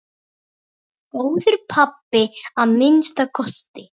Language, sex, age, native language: Icelandic, male, 9, Icelandic